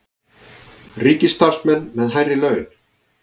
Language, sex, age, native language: Icelandic, male, 40-49, Icelandic